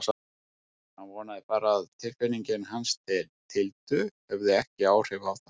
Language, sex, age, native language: Icelandic, male, 50-59, Icelandic